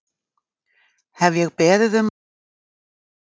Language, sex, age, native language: Icelandic, female, 40-49, Icelandic